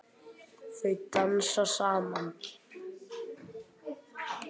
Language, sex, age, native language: Icelandic, male, 10, Icelandic